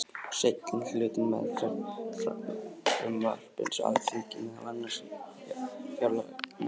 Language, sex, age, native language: Icelandic, male, 18-19, Icelandic